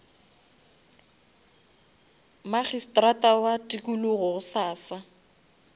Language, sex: Northern Sotho, female